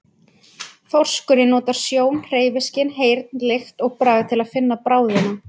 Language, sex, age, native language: Icelandic, female, 20-29, Icelandic